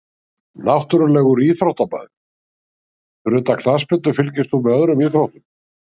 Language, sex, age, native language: Icelandic, male, 60-69, Icelandic